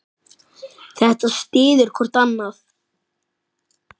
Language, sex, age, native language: Icelandic, male, 9, Icelandic